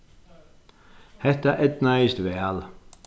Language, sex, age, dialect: Faroese, male, 61+, Sandoy